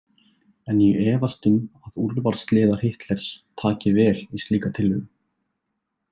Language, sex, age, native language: Icelandic, male, 20-29, Icelandic